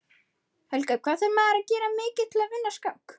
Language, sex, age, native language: Icelandic, male, 13, Icelandic